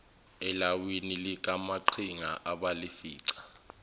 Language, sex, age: Zulu, male, 21